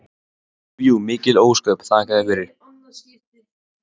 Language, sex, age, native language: Icelandic, male, 14, Icelandic